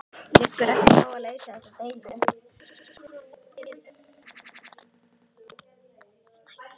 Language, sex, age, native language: Icelandic, female, 11, Icelandic